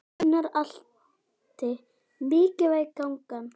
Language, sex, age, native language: Icelandic, female, 9, Icelandic